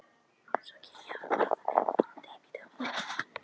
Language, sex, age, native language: Icelandic, female, 12, Polish